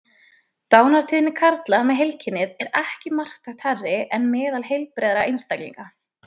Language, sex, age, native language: Icelandic, female, 20-29, Icelandic